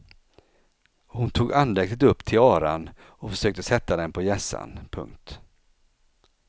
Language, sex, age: Swedish, male, 49